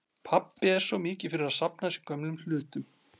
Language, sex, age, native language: Icelandic, male, 40-49, Icelandic